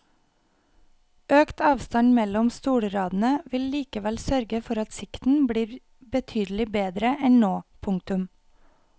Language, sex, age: Norwegian, female, 28